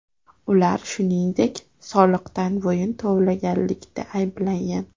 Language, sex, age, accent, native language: Uzbek, female, 18-24, Toshkent shahri, Uzbek